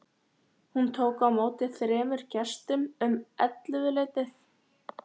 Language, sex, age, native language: Icelandic, female, 13, Icelandic